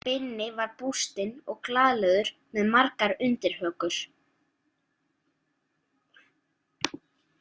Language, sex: Icelandic, female